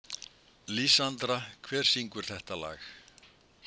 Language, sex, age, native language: Icelandic, male, 70-79, Icelandic